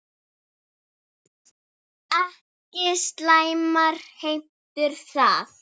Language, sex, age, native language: Icelandic, female, 7, Icelandic